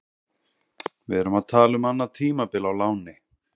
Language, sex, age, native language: Icelandic, male, 30-39, Icelandic